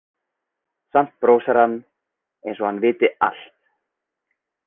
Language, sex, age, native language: Icelandic, male, 20-29, Icelandic